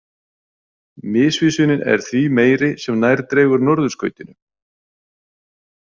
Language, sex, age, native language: Icelandic, male, 40-49, Icelandic